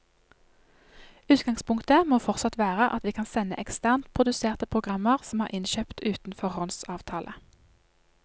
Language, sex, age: Norwegian, female, 31